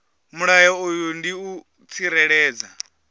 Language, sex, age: Venda, male, 20